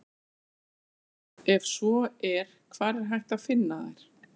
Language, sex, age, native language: Icelandic, female, 40-49, Icelandic